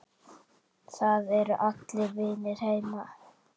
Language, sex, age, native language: Icelandic, male, 10, Icelandic